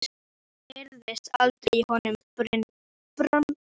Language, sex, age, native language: Icelandic, female, 11, Icelandic